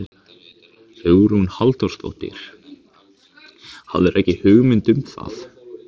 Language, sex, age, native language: Icelandic, male, 15, Icelandic